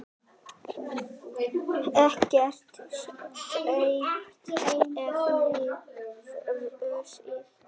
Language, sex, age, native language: Icelandic, male, 8, Icelandic